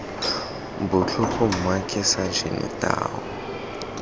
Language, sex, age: Tswana, male, 21